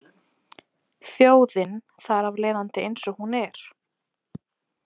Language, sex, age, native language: Icelandic, female, 20-29, Icelandic